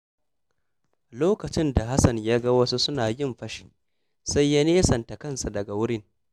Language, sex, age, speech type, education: Hausa, male, 15-29, read, secondary